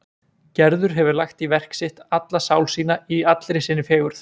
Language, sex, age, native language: Icelandic, male, 20-29, Icelandic